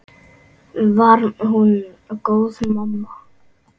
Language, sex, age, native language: Icelandic, male, 8, Icelandic